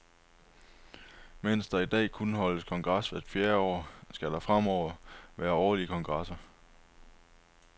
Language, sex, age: Danish, male, 23